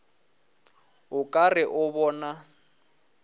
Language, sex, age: Northern Sotho, male, 24